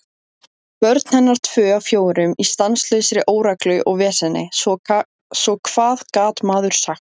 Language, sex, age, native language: Icelandic, female, 17, Icelandic